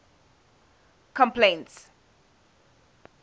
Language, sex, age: English, female, 18